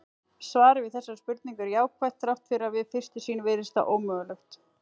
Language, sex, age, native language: Icelandic, female, 40-49, Icelandic